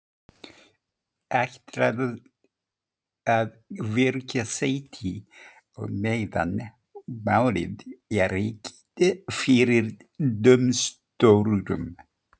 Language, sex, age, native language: Icelandic, male, 50-59, Icelandic